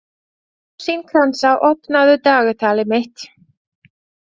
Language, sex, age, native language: Icelandic, female, 20-29, Latvian